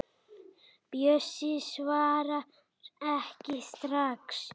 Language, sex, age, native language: Icelandic, male, 8, Icelandic